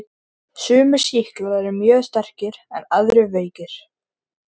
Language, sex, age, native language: Icelandic, male, 13, Icelandic